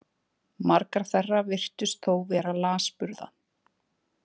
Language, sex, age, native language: Icelandic, female, 20-29, Icelandic